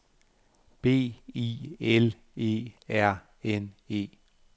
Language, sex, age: Danish, male, 58